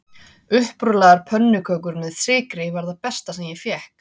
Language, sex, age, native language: Icelandic, female, 30-39, Icelandic